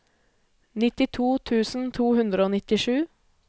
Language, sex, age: Norwegian, female, 20